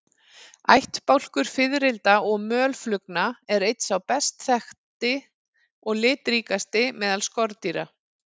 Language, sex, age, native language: Icelandic, female, 40-49, Icelandic